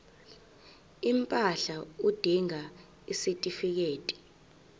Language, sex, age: Zulu, female, 18